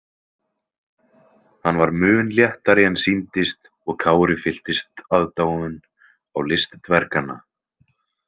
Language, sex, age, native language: Icelandic, male, 20-29, Icelandic